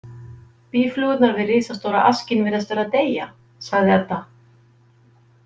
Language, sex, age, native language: Icelandic, female, 50-59, Icelandic